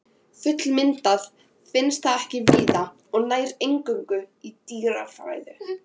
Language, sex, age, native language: Icelandic, female, 13, Icelandic